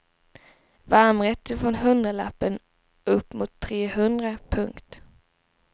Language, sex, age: Swedish, female, 19